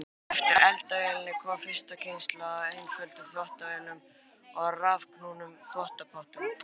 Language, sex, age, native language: Icelandic, male, 18-19, Icelandic